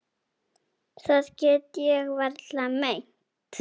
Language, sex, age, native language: Icelandic, female, 10, Icelandic